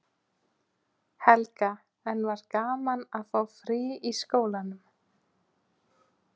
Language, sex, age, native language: Icelandic, female, 20-29, Icelandic